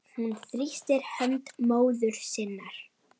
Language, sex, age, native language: Icelandic, female, 9, Icelandic